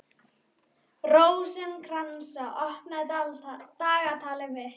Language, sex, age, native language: Icelandic, female, 11, Icelandic